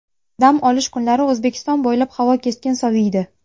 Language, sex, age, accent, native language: Uzbek, male, 18-24, Toshkent viloyati, Uzbek